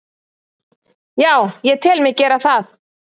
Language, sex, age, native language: Icelandic, female, 30-39, Icelandic